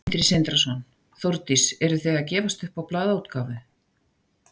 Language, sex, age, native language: Icelandic, female, 60-69, Icelandic